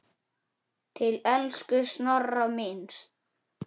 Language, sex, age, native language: Icelandic, male, 9, Icelandic